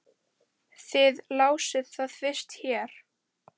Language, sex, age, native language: Icelandic, female, 10, Icelandic